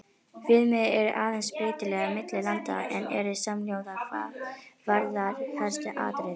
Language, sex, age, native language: Icelandic, female, 50-59, Icelandic